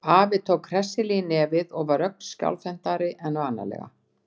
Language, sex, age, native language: Icelandic, female, 60-69, Icelandic